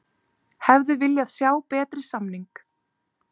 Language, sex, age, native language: Icelandic, female, 30-39, Icelandic